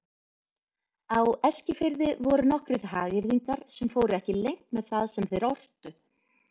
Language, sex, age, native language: Icelandic, female, 30-39, Icelandic